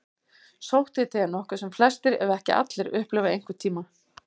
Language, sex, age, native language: Icelandic, female, 50-59, Icelandic